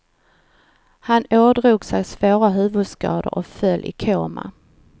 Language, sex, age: Swedish, female, 49